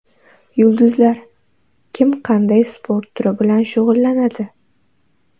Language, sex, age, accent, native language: Uzbek, female, 12-17, Qoraqalpog'iston, Uzbek